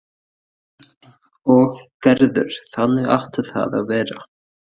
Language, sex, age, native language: Icelandic, male, 20-29, Faroese